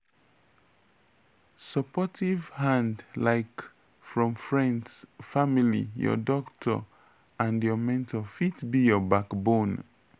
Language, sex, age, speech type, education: Nigerian Pidgin, male, 30-45, spontaneous, tertiary